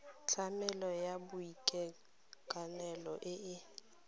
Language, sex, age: Tswana, female, 23